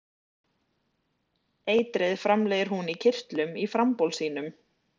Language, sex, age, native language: Icelandic, female, 20-29, Icelandic